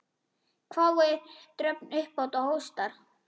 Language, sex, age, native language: Icelandic, female, 10, Icelandic